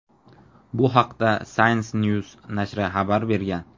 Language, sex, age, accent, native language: Uzbek, male, 19-29, Namangan, Uzbek